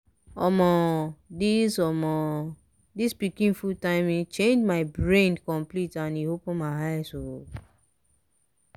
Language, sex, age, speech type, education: Nigerian Pidgin, female, 15-29, spontaneous, tertiary